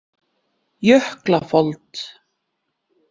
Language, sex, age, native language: Icelandic, female, 30-39, Icelandic